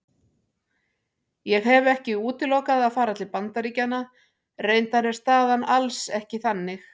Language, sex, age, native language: Icelandic, female, 60-69, Icelandic